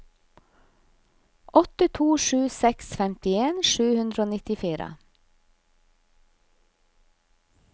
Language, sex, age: Norwegian, female, 50